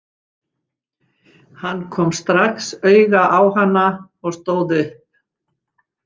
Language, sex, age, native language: Icelandic, female, 60-69, Icelandic